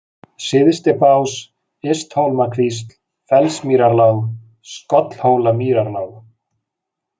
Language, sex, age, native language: Icelandic, male, 40-49, Icelandic